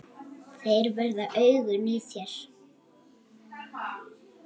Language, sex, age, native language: Icelandic, female, 7, Icelandic